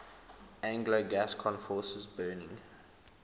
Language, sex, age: English, male, 21